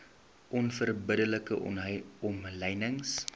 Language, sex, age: Afrikaans, male, 19